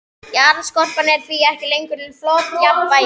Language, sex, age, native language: Icelandic, female, 13, Icelandic